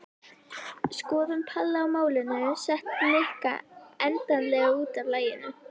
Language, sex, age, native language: Icelandic, female, 11, Icelandic